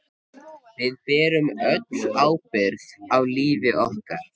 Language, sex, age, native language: Icelandic, male, 13, Icelandic